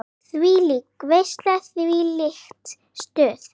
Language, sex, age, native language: Icelandic, female, 8, Icelandic